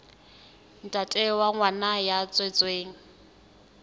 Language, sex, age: Southern Sotho, female, 20